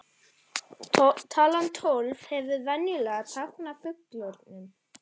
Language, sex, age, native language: Icelandic, male, 40-49, Icelandic